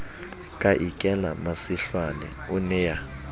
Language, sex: Southern Sotho, male